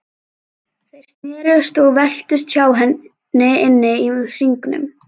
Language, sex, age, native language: Icelandic, female, 11, Icelandic